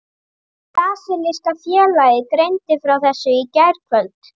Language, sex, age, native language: Icelandic, female, 30-39, Icelandic